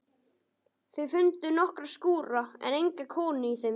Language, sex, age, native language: Icelandic, male, 12, Icelandic